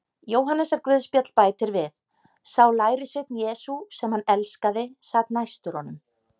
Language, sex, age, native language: Icelandic, female, 30-39, Icelandic